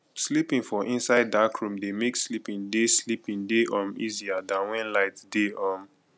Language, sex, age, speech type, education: Nigerian Pidgin, male, 15-29, spontaneous, tertiary